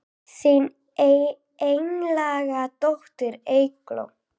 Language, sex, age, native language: Icelandic, female, 8, Icelandic